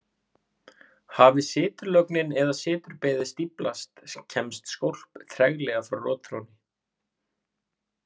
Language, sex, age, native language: Icelandic, male, 20-29, Icelandic